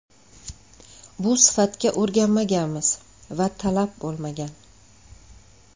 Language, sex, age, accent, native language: Uzbek, female, 35+, Andijon, Uzbek